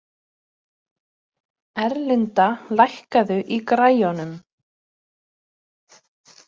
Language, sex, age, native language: Icelandic, female, 30-39, Icelandic